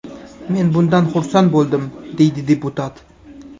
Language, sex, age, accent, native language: Uzbek, male, 18-24, Samarqand, Uzbek